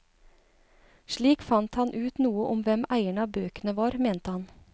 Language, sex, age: Norwegian, female, 36